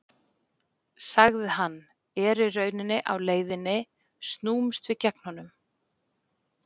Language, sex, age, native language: Icelandic, female, 40-49, Icelandic